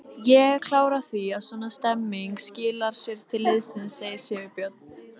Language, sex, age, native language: Icelandic, female, 18-19, Icelandic